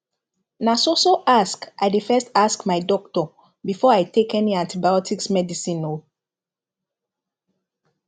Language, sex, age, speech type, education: Nigerian Pidgin, female, 15-29, spontaneous, tertiary